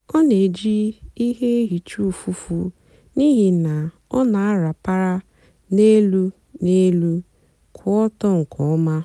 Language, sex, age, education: Igbo, female, 15-29, tertiary